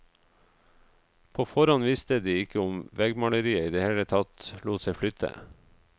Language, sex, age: Norwegian, male, 38